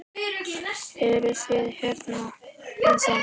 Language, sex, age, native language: Icelandic, male, 10, Icelandic